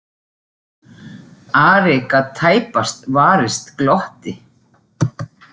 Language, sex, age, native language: Icelandic, female, 40-49, Icelandic